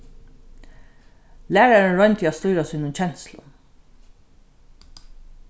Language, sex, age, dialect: Faroese, female, 36-60, Norðurstreymoy/Eysturoy